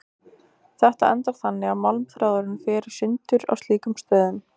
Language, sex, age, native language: Icelandic, female, 60-69, Icelandic